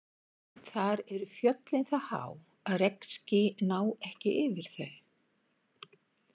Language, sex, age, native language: Icelandic, female, 70-79, Icelandic